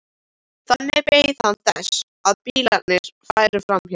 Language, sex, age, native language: Icelandic, male, 13, Icelandic